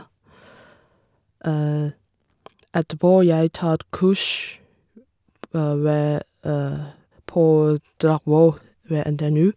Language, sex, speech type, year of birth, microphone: Norwegian, female, spontaneous, 1987, Shure